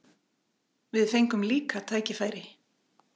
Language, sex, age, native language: Icelandic, female, 40-49, Icelandic